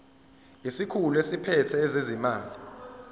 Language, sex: Zulu, female